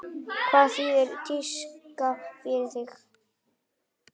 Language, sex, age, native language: Icelandic, female, 9, Icelandic